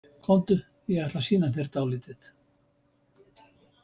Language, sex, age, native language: Icelandic, male, 70-79, Icelandic